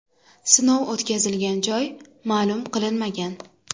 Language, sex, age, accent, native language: Uzbek, female, 18-24, Toshkent shahri, Uzbek